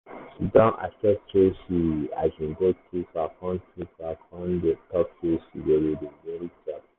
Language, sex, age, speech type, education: Nigerian Pidgin, male, 15-29, spontaneous, secondary